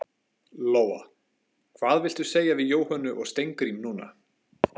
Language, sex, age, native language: Icelandic, male, 20-29, Icelandic